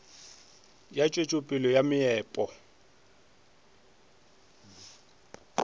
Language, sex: Northern Sotho, male